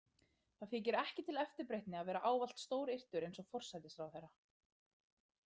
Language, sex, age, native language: Icelandic, female, 30-39, Icelandic